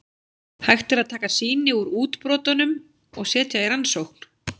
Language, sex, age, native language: Icelandic, female, 16, Icelandic